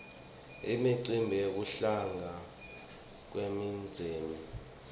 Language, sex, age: Swati, male, 24